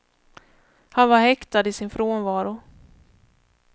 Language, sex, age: Swedish, female, 31